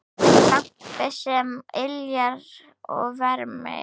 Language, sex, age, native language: Icelandic, female, 9, Icelandic